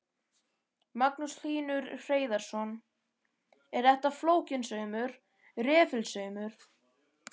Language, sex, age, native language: Icelandic, male, 11, Icelandic